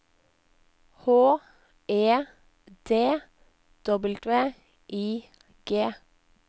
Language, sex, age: Norwegian, female, 19